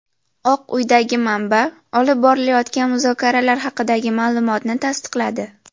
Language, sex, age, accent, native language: Uzbek, female, under 19, Jizzax, Uzbek